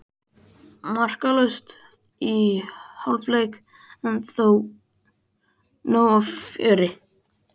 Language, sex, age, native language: Icelandic, male, 20-29, Icelandic